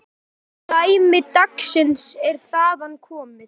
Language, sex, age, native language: Icelandic, male, 10, Icelandic